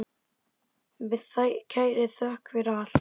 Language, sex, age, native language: Icelandic, male, 9, Icelandic